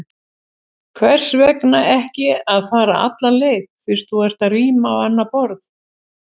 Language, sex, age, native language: Icelandic, female, 70-79, Icelandic